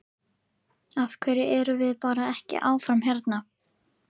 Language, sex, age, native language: Icelandic, female, 11, Icelandic